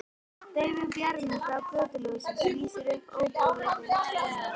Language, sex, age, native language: Icelandic, female, 13, Icelandic